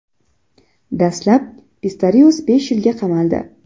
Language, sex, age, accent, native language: Uzbek, female, 12-17, Jizzax, Uzbek